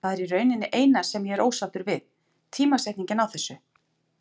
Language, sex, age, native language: Icelandic, female, 40-49, Icelandic